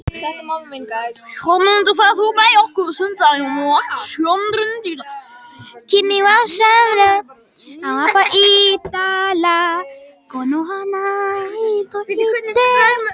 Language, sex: Icelandic, other